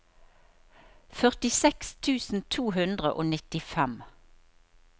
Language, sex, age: Norwegian, female, 63